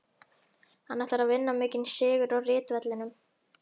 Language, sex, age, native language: Icelandic, male, 11, Icelandic